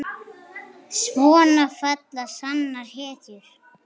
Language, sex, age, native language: Icelandic, female, 8, Icelandic